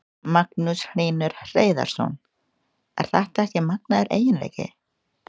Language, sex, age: Icelandic, female, 20-29